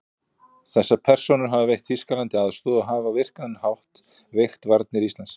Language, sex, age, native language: Icelandic, male, 40-49, Icelandic